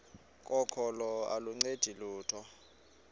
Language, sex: Xhosa, male